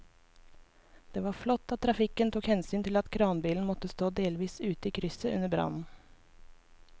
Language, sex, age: Norwegian, female, 24